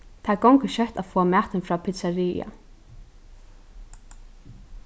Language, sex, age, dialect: Faroese, female, 15-35, Norðurstreymoy/Eysturoy